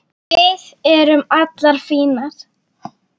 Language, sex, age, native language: Icelandic, female, 9, Icelandic